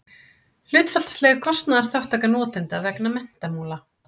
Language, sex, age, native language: Icelandic, female, 30-39, Icelandic